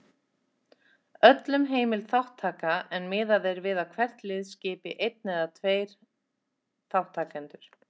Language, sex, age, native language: Icelandic, female, 30-39, Icelandic